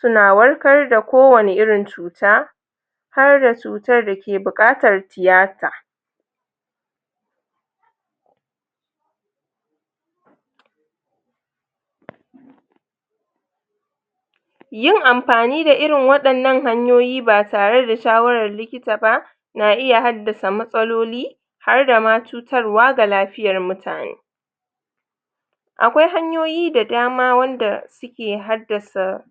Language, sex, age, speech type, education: Hausa, male, 46-60, spontaneous, tertiary